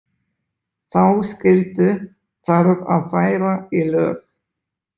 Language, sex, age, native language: Icelandic, male, 20-29, Icelandic